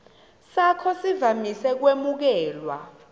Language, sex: Swati, female